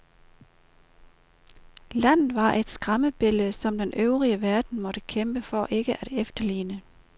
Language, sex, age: Danish, female, 38